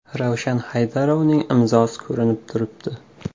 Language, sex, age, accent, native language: Uzbek, male, 18-24, Qashqadaryo, Uzbek